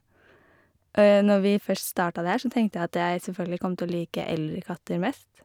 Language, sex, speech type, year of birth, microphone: Norwegian, female, spontaneous, 1988, Shure